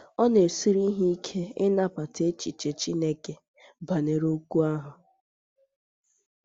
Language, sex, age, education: Igbo, female, 15-29, tertiary